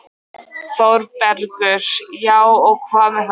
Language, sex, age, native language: Icelandic, female, 13, Icelandic